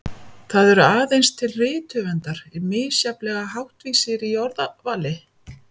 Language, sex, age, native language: Icelandic, female, 50-59, Icelandic